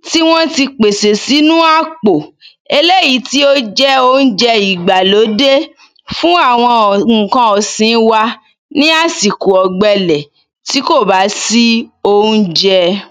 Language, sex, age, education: Yoruba, female, 30-45, tertiary